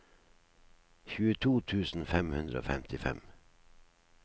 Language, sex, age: Norwegian, male, 57